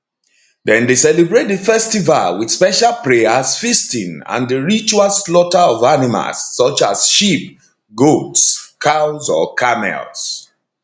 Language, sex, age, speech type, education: Nigerian Pidgin, male, 30-45, spontaneous, tertiary